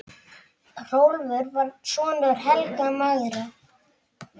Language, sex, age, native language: Icelandic, male, 8, Icelandic